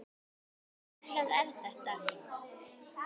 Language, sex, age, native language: Icelandic, female, 10, Icelandic